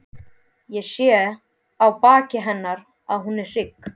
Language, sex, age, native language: Icelandic, male, 12, Icelandic